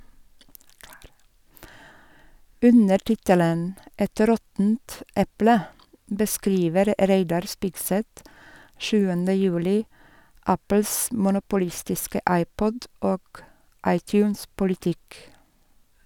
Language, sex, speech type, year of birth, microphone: Norwegian, female, read, 1961, Sennheiser